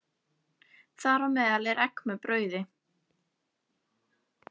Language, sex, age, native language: Icelandic, female, 11, Icelandic